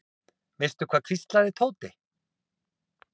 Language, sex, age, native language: Icelandic, male, 30-39, Icelandic